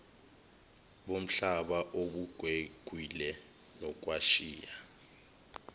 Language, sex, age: Zulu, male, 21